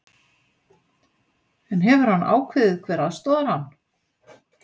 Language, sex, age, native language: Icelandic, female, 60-69, Icelandic